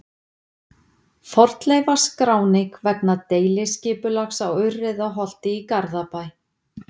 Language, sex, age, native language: Icelandic, female, 50-59, Icelandic